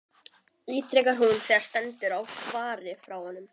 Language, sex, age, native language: Icelandic, female, 12, Icelandic